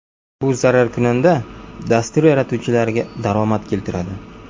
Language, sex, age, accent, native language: Uzbek, male, 25-34, Jizzax, Uzbek